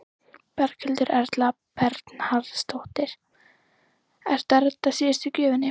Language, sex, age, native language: Icelandic, female, 11, Icelandic